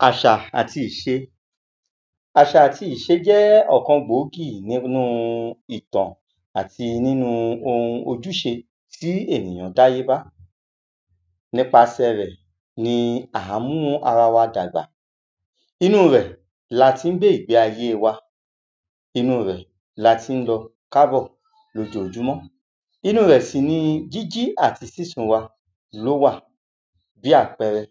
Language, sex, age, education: Yoruba, male, 30-45, secondary